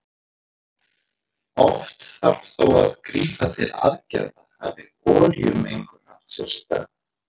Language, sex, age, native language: Icelandic, male, 40-49, Icelandic